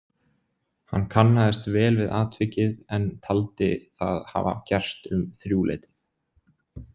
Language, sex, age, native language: Icelandic, male, 20-29, Icelandic